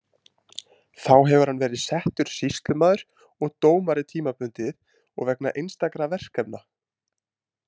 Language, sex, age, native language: Icelandic, male, 20-29, Icelandic